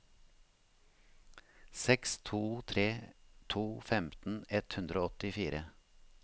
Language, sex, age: Norwegian, male, 53